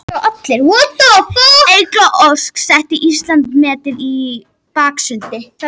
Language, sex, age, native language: Icelandic, female, 18-19, Icelandic